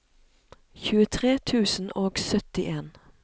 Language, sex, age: Norwegian, female, 37